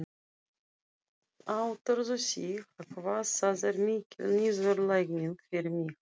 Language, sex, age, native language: Icelandic, female, 40-49, Russian